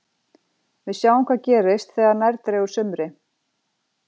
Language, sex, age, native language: Icelandic, female, 40-49, Icelandic